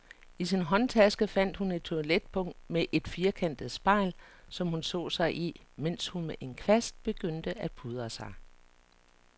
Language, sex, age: Danish, female, 49